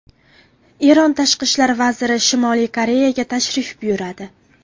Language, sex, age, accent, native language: Uzbek, female, 18-24, Farg'ona, Uzbek